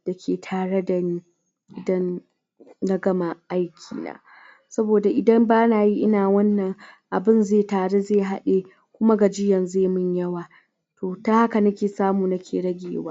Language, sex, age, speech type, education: Hausa, female, 60+, spontaneous, tertiary